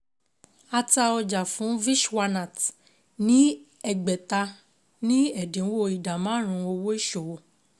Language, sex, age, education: Yoruba, female, 15-29, secondary